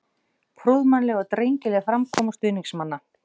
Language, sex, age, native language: Icelandic, female, 40-49, Icelandic